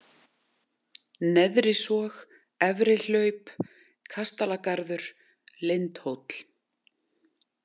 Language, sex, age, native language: Icelandic, female, 40-49, Icelandic